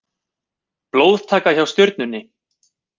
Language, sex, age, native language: Icelandic, male, 20-29, Icelandic